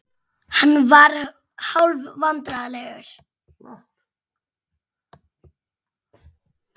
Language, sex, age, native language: Icelandic, female, 40-49, Icelandic